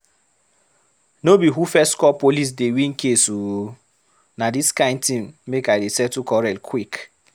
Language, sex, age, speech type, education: Nigerian Pidgin, male, 15-29, read, secondary